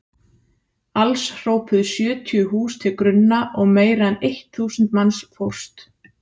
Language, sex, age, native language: Icelandic, female, 30-39, Icelandic